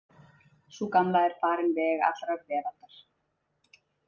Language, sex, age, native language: Icelandic, female, 30-39, Icelandic